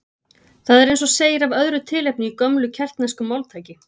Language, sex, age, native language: Icelandic, female, 40-49, Icelandic